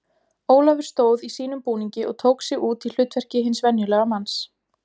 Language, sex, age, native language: Icelandic, female, 20-29, Icelandic